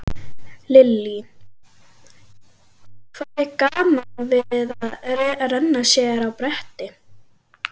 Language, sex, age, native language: Icelandic, female, 12, Icelandic